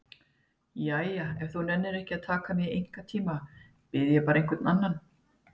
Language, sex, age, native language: Icelandic, female, 50-59, Icelandic